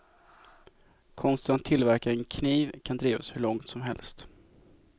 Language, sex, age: Swedish, male, 24